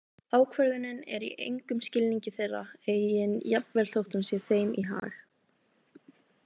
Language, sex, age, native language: Icelandic, female, 18-19, Icelandic